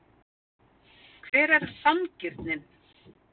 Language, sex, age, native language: Icelandic, female, 50-59, Icelandic